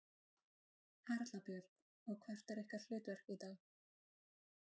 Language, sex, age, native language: Icelandic, female, 20-29, Icelandic